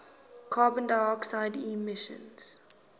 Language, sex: English, female